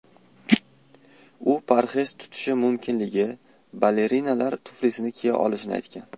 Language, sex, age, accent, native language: Uzbek, male, 19-29, Toshkent shahri, Uzbek